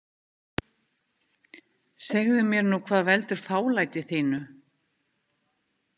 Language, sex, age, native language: Icelandic, female, 50-59, Icelandic